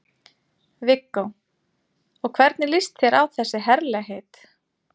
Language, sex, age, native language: Icelandic, female, 30-39, Icelandic